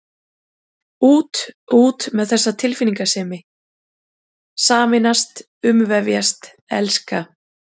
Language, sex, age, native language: Icelandic, female, 40-49, Icelandic